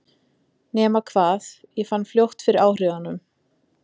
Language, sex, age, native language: Icelandic, female, 20-29, Icelandic